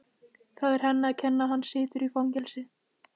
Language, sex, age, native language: Icelandic, female, 15, Icelandic